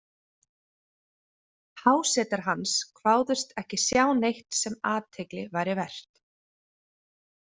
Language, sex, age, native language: Icelandic, female, 30-39, Icelandic